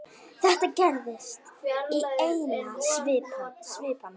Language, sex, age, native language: Icelandic, female, 9, Icelandic